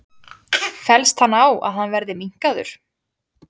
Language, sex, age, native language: Icelandic, female, 20-29, Icelandic